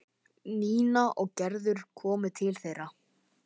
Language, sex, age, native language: Icelandic, male, 12, Icelandic